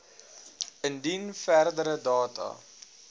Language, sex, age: Afrikaans, male, 19